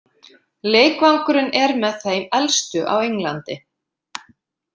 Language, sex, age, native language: Icelandic, female, 50-59, Icelandic